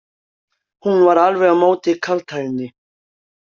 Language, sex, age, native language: Icelandic, male, 18-19, Icelandic